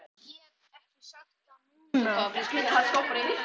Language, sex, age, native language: Icelandic, male, 11, Icelandic